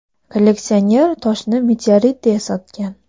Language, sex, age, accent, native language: Uzbek, female, 19-29, Andijon, Uzbek